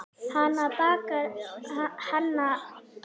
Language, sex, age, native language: Icelandic, female, 11, Icelandic